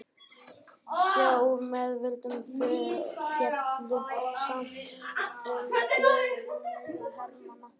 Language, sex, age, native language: Icelandic, other, 18-19, Icelandic